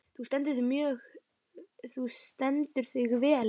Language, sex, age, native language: Icelandic, male, 12, Icelandic